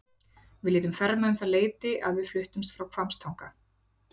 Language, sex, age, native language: Icelandic, female, 40-49, Icelandic